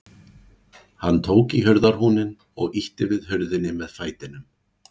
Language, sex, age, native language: Icelandic, male, 40-49, Icelandic